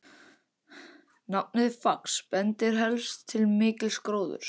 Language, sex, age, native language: Icelandic, male, 18-19, Icelandic